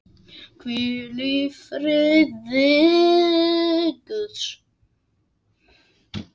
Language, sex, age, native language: Icelandic, male, 10, Icelandic